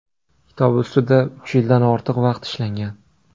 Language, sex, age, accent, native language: Uzbek, male, 25-34, Namangan, Uzbek